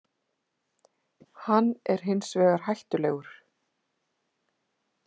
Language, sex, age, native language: Icelandic, female, 30-39, Icelandic